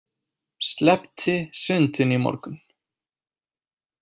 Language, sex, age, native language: Icelandic, male, 18-19, Icelandic